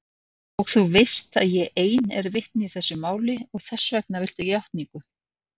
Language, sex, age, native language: Icelandic, female, 60-69, Icelandic